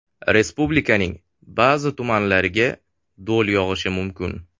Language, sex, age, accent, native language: Uzbek, male, 18-24, Sirdaryo, Uzbek